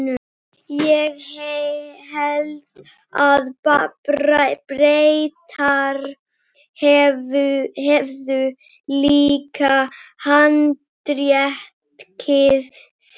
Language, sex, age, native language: Icelandic, female, 12, Icelandic